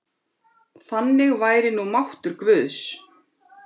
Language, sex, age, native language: Icelandic, male, 8, Icelandic